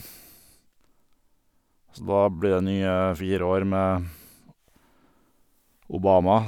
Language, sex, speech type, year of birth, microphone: Norwegian, male, spontaneous, 1978, Sennheiser